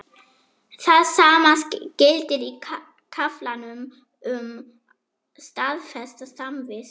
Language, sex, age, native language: Icelandic, female, 11, German